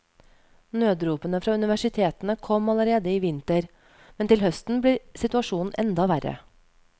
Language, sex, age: Norwegian, female, 31